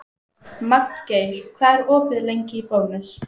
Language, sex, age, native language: Icelandic, female, 14, Icelandic